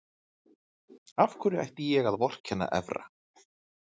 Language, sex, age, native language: Icelandic, male, 30-39, Icelandic